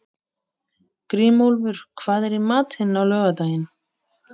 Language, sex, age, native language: Icelandic, female, 30-39, Icelandic